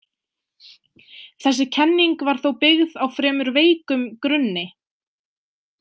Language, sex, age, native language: Icelandic, female, 20-29, Icelandic